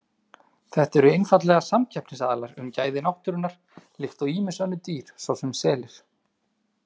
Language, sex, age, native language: Icelandic, male, 30-39, Icelandic